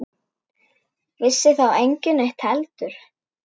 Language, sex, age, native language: Icelandic, female, 9, Icelandic